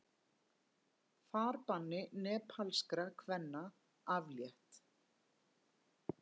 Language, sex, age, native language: Icelandic, female, 50-59, Icelandic